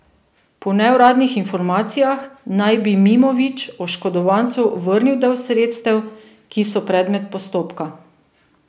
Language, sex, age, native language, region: Slovenian, female, 30-49, Slovenian, Drava region